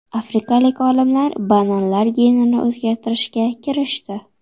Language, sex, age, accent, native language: Uzbek, female, 18-24, Xorazm, Uzbek